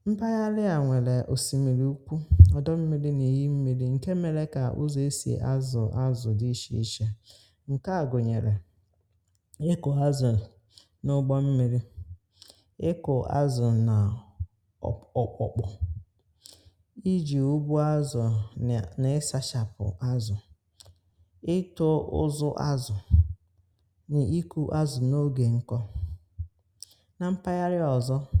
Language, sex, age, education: Igbo, female, 30-45, tertiary